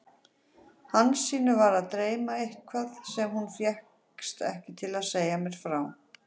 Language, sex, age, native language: Icelandic, female, 40-49, Icelandic